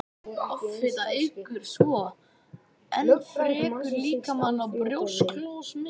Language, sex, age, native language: Icelandic, female, 18-19, Icelandic